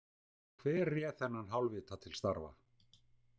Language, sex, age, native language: Icelandic, male, 60-69, Icelandic